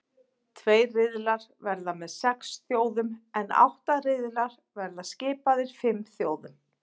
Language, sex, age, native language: Icelandic, female, 40-49, Icelandic